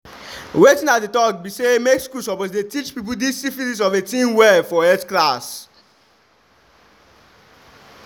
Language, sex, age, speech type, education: Nigerian Pidgin, male, 15-29, spontaneous, tertiary